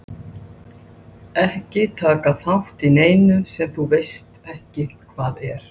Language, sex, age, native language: Icelandic, female, 60-69, Icelandic